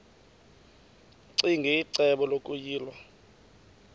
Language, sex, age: Xhosa, female, 28